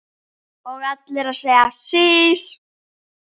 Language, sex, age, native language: Icelandic, female, 10, Icelandic